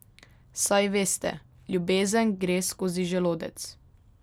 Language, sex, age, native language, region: Slovenian, female, 18-29, Slovenian, Drava region